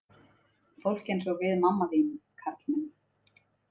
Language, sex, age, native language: Icelandic, female, 30-39, Icelandic